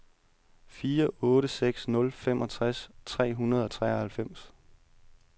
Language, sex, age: Danish, male, 31